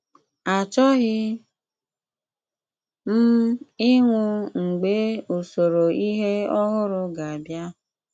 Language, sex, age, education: Igbo, female, 15-29, tertiary